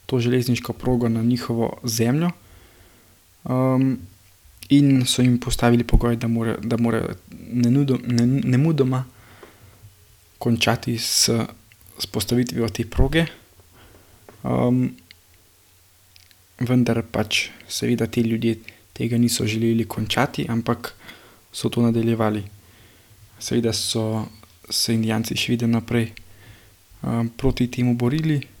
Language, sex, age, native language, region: Slovenian, male, 18-29, Slovenian, Gorenjska region